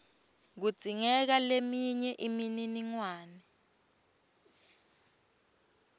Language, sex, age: Swati, female, 21